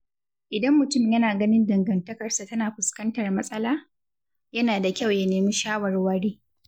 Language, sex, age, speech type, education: Hausa, female, 15-29, read, secondary